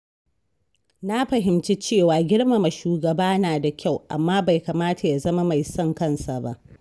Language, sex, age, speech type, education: Hausa, female, 15-29, read, tertiary